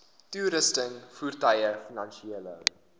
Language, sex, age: Afrikaans, male, 19